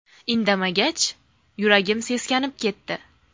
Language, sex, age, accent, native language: Uzbek, female, 19-29, Farg'ona, Uzbek